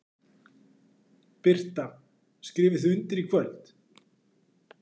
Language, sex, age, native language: Icelandic, male, 40-49, Icelandic